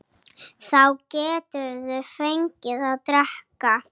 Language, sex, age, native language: Icelandic, female, 7, Icelandic